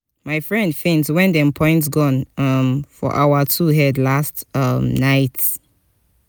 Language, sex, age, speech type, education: Nigerian Pidgin, female, 30-45, spontaneous, tertiary